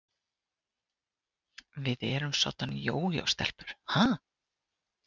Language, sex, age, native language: Icelandic, female, 40-49, Icelandic